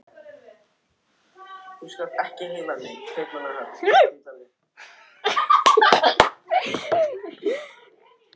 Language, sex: Icelandic, other